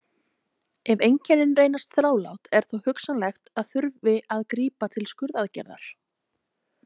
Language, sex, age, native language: Icelandic, female, 30-39, Icelandic